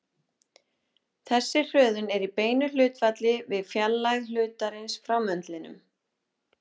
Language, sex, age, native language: Icelandic, female, 30-39, Icelandic